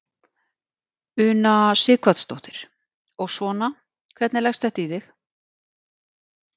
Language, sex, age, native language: Icelandic, female, 40-49, Icelandic